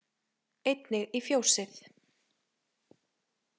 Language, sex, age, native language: Icelandic, female, 30-39, Icelandic